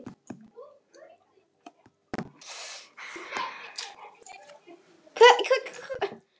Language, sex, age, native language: Icelandic, female, 11, Icelandic